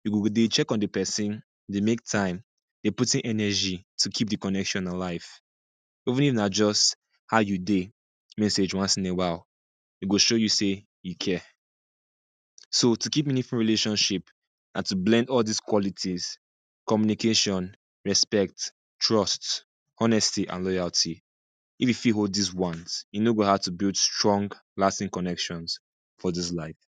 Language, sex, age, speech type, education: Nigerian Pidgin, male, 15-29, spontaneous, secondary